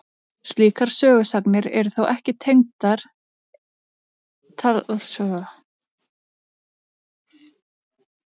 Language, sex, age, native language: Icelandic, female, 30-39, Icelandic